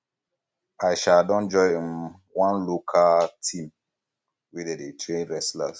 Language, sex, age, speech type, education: Nigerian Pidgin, male, 15-29, spontaneous, tertiary